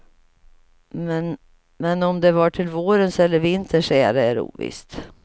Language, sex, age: Swedish, female, 55